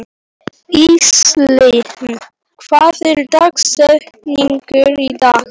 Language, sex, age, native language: Icelandic, male, 18-19, Polish